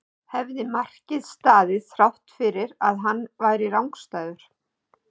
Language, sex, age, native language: Icelandic, female, 50-59, Icelandic